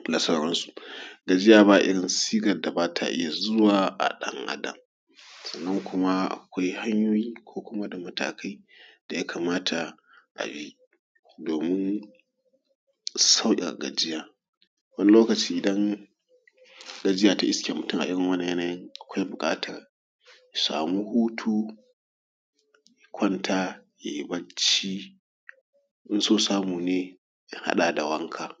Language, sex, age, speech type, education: Hausa, male, 30-45, spontaneous, tertiary